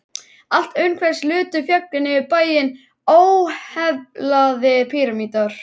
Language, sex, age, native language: Icelandic, male, 11, Icelandic